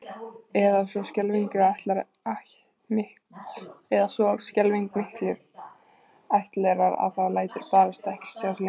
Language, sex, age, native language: Icelandic, female, 20-29, Icelandic